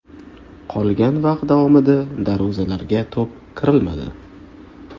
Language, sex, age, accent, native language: Uzbek, male, 18-24, Toshkent shahri, Uzbek